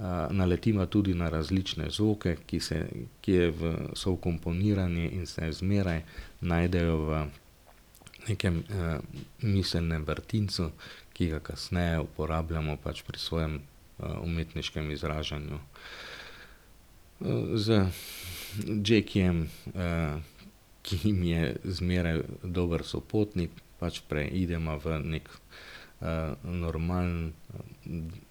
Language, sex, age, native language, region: Slovenian, male, 50-59, Slovenian, Drava region